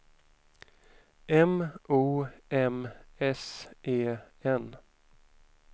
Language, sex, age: Swedish, male, 41